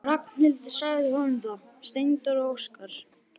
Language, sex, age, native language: Icelandic, male, 11, Icelandic